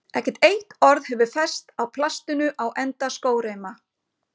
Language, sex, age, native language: Icelandic, female, 50-59, Icelandic